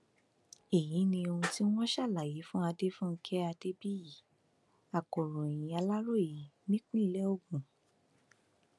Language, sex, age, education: Yoruba, female, 15-29, tertiary